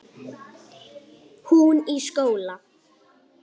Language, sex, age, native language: Icelandic, female, 8, Icelandic